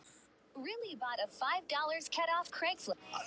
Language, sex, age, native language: Icelandic, male, 16, Icelandic